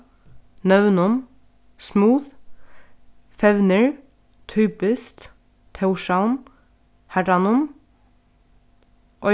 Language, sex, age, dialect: Faroese, female, 15-35, Norðurstreymoy/Eysturoy